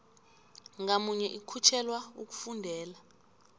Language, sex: South Ndebele, female